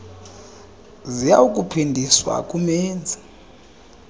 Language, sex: Xhosa, male